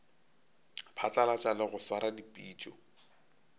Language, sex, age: Northern Sotho, male, 22